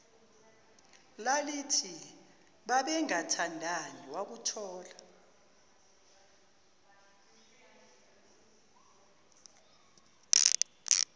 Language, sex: Zulu, female